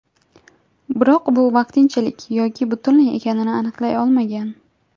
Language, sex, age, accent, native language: Uzbek, female, 18-24, Jizzax, Uzbek